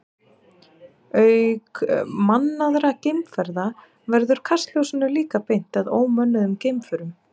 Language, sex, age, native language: Icelandic, female, 30-39, Icelandic